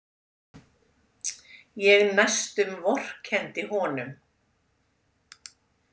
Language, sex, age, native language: Icelandic, female, 70-79, Icelandic